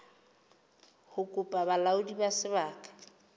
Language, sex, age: Southern Sotho, female, 29